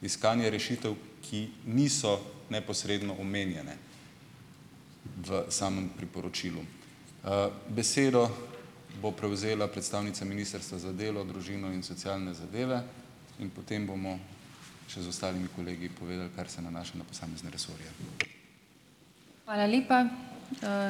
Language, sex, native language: Slovenian, male, Slovenian